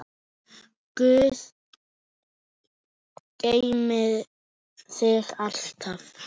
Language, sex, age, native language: Icelandic, male, 8, Icelandic